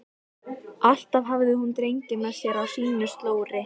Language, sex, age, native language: Icelandic, female, 13, Icelandic